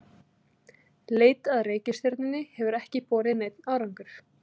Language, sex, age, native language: Icelandic, female, 30-39, Icelandic